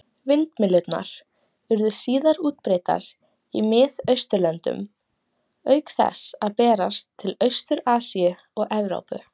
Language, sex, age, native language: Icelandic, female, 18-19, Icelandic